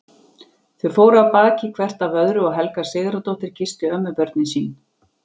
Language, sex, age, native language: Icelandic, female, 40-49, Icelandic